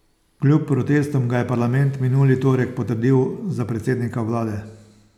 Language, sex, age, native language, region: Slovenian, male, 60+, Slovenian, Posavska region